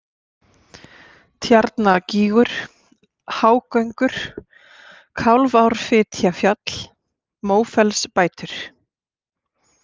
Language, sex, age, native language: Icelandic, female, 40-49, Icelandic